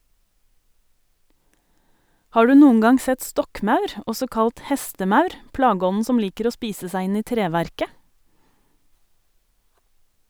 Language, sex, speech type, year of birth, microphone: Norwegian, female, read, 1971, Sennheiser